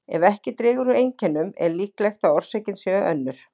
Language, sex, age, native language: Icelandic, female, 40-49, Icelandic